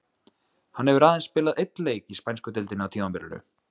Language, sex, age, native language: Icelandic, male, 20-29, Icelandic